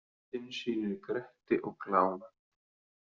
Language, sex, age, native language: Icelandic, male, 30-39, Icelandic